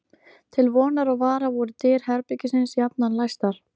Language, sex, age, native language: Icelandic, female, 13, Icelandic